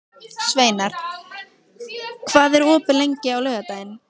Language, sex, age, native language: Icelandic, female, 15, Icelandic